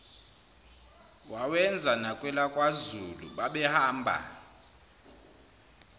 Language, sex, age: Zulu, male, 29